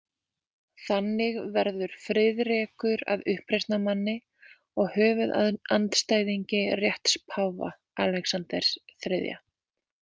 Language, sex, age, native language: Icelandic, female, 20-29, Icelandic